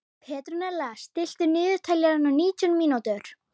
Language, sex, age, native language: Icelandic, female, 11, Icelandic